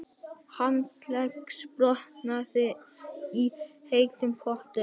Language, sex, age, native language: Icelandic, female, 18-19, Icelandic